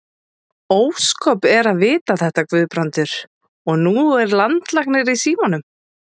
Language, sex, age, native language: Icelandic, female, 30-39, Icelandic